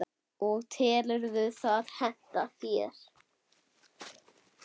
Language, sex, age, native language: Icelandic, male, 8, Icelandic